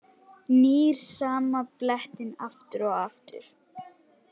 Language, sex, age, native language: Icelandic, male, 18-19, Icelandic